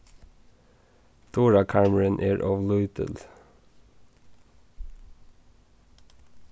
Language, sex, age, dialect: Faroese, male, 15-35, Norðurstreymoy/Eysturoy